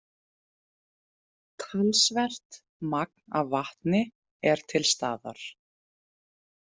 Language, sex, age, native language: Icelandic, female, 30-39, Icelandic